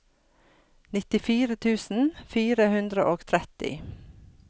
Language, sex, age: Norwegian, female, 42